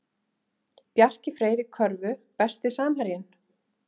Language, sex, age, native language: Icelandic, female, 30-39, Icelandic